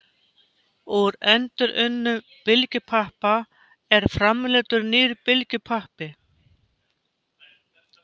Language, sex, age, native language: Icelandic, female, 50-59, Icelandic